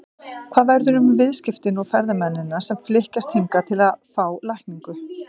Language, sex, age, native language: Icelandic, female, 50-59, Icelandic